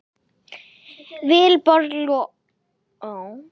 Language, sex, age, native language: Icelandic, female, 10, Icelandic